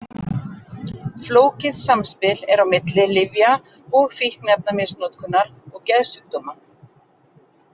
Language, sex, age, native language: Icelandic, female, 40-49, Icelandic